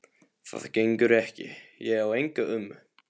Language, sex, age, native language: Icelandic, male, 18-19, Polish